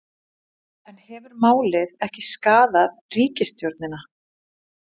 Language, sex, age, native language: Icelandic, female, 30-39, Icelandic